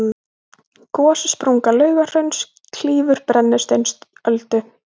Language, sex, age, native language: Icelandic, female, 20-29, Icelandic